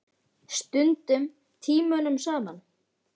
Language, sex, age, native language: Icelandic, male, 10, Icelandic